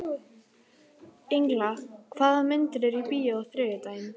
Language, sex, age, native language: Icelandic, female, 11, Icelandic